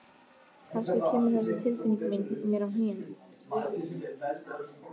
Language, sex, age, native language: Icelandic, female, 13, Icelandic